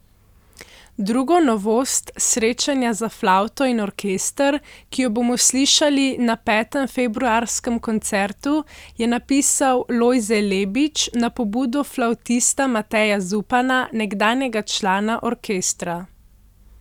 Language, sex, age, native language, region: Slovenian, female, 18-29, Slovenian, Central Slovenia